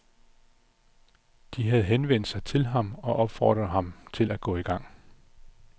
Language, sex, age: Danish, male, 46